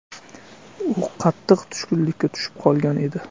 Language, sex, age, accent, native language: Uzbek, male, 25-34, Qashqadaryo, Uzbek